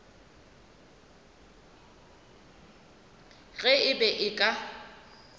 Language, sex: Northern Sotho, female